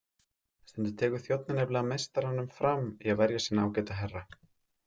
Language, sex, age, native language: Icelandic, male, 30-39, Icelandic